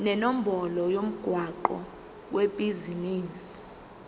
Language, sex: Zulu, female